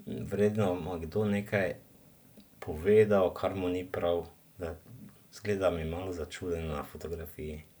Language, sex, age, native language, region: Slovenian, male, 50-59, Slovenian, Drava region